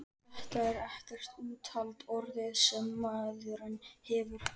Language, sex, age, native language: Icelandic, male, 13, Icelandic